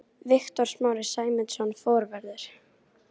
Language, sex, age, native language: Icelandic, female, 18-19, Icelandic